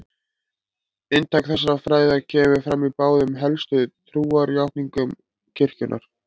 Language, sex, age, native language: Icelandic, male, 20-29, Icelandic